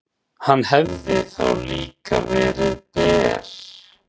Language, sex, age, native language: Icelandic, male, 40-49, Icelandic